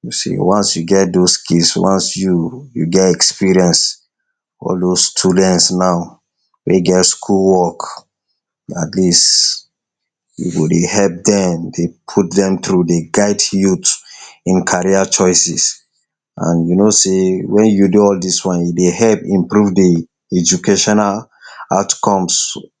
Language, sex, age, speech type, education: Nigerian Pidgin, male, 60+, spontaneous, tertiary